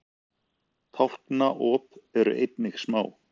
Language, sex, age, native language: Icelandic, male, 40-49, Icelandic